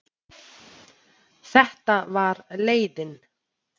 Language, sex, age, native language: Icelandic, female, 30-39, Icelandic